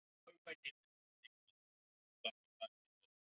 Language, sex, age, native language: Icelandic, male, 13, Icelandic